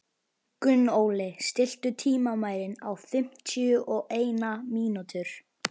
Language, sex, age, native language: Icelandic, male, 11, Icelandic